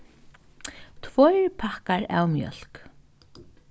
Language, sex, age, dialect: Faroese, female, 15-35, Norðuroyggjar